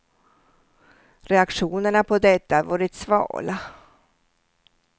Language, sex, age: Swedish, female, 67